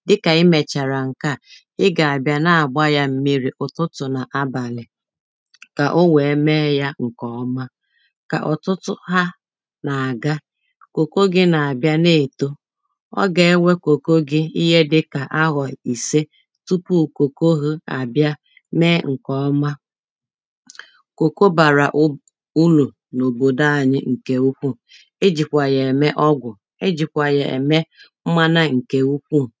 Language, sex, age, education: Igbo, female, 30-45, tertiary